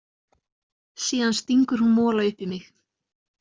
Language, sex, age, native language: Icelandic, female, 20-29, Icelandic